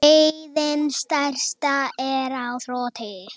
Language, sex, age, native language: Icelandic, female, 10, Icelandic